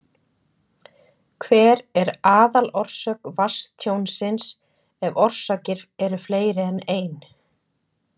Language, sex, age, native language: Icelandic, female, 30-39, Icelandic